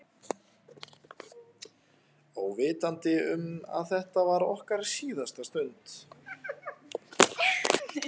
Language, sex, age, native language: Icelandic, female, 13, Icelandic